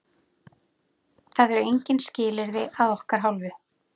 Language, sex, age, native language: Icelandic, female, 40-49, Icelandic